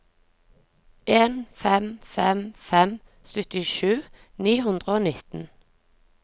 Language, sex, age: Norwegian, female, 36